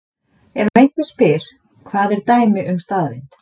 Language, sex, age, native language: Icelandic, female, 30-39, Icelandic